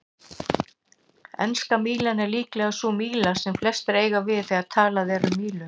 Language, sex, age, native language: Icelandic, female, 60-69, Icelandic